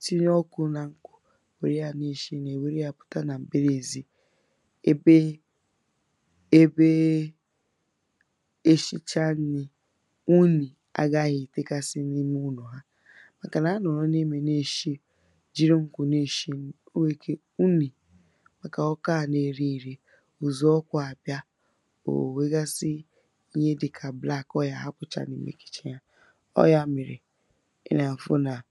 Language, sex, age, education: Igbo, female, 15-29, tertiary